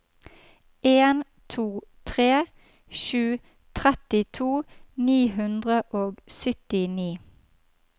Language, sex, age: Norwegian, female, 29